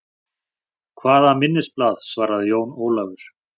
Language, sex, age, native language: Icelandic, male, 40-49, Icelandic